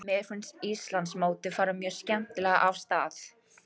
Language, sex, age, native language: Icelandic, female, 18-19, Icelandic